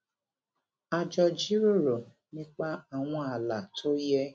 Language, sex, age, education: Yoruba, female, 46-60, tertiary